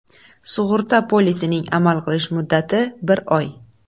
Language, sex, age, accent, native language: Uzbek, female, 18-24, Buxoro, Uzbek